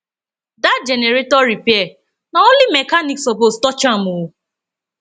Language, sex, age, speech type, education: Nigerian Pidgin, female, 15-29, spontaneous, tertiary